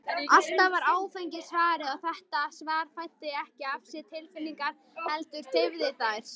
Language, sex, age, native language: Icelandic, female, 18-19, Icelandic